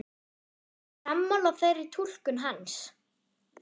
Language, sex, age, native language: Icelandic, female, 10, German